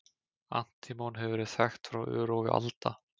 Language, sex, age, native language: Icelandic, male, 20-29, Icelandic